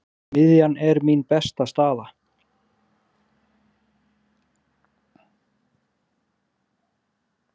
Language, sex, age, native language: Icelandic, male, 40-49, Icelandic